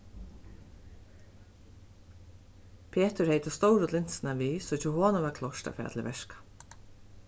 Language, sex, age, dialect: Faroese, female, 36-60, Suðurstreymoy